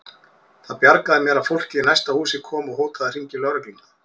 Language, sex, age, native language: Icelandic, male, 40-49, Icelandic